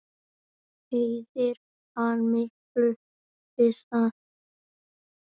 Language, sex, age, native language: Icelandic, male, 9, Icelandic